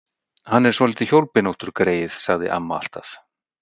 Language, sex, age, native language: Icelandic, male, 60-69, Icelandic